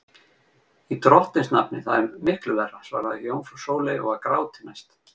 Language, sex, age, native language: Icelandic, male, 50-59, Icelandic